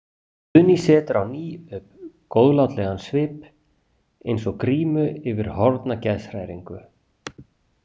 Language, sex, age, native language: Icelandic, male, 40-49, Icelandic